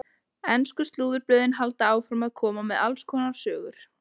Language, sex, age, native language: Icelandic, female, 20-29, Icelandic